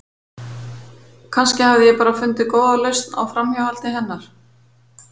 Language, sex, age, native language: Icelandic, female, 50-59, Icelandic